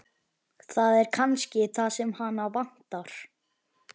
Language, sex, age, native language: Icelandic, male, 11, Icelandic